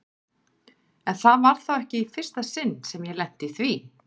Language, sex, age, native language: Icelandic, female, 40-49, Icelandic